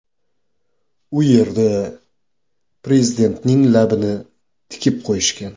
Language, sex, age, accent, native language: Uzbek, male, 18-24, Qoraqalpog'iston, Karakalpak